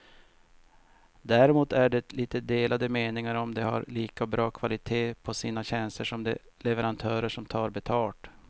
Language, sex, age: Swedish, male, 50